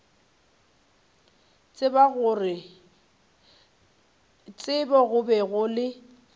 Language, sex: Northern Sotho, female